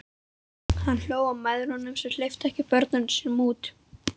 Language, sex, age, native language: Icelandic, female, 12, Icelandic